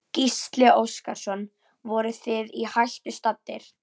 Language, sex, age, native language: Icelandic, female, 11, Icelandic